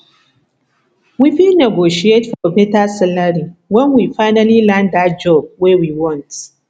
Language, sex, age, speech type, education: Nigerian Pidgin, female, 30-45, spontaneous, tertiary